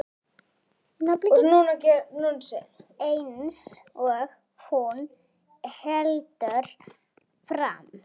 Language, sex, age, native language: Icelandic, male, 9, Icelandic